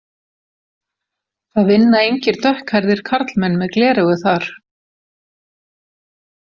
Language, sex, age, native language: Icelandic, female, 40-49, Icelandic